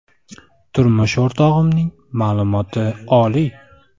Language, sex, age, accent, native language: Uzbek, male, 25-34, Toshkent viloyati, Uzbek